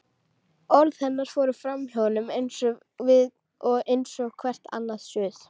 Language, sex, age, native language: Icelandic, female, 12, Icelandic